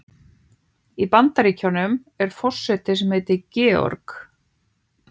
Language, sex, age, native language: Icelandic, other, 15, Icelandic